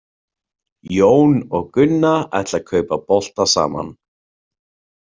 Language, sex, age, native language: Icelandic, male, 30-39, Icelandic